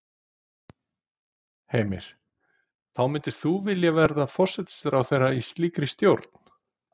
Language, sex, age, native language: Icelandic, male, 40-49, Icelandic